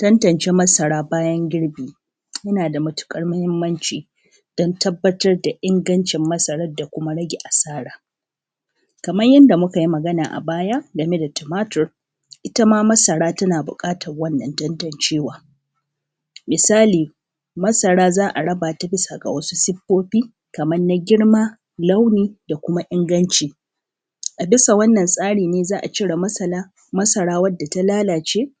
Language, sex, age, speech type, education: Hausa, female, 30-45, spontaneous, primary